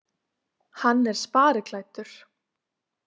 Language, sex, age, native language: Icelandic, female, 20-29, Icelandic